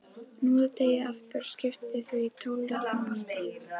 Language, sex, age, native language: Icelandic, female, 11, Icelandic